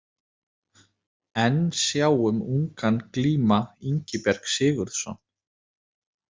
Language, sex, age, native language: Icelandic, male, 30-39, Icelandic